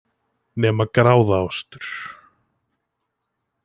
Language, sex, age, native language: Icelandic, male, 20-29, Icelandic